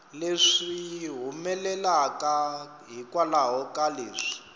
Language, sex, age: Tsonga, male, 25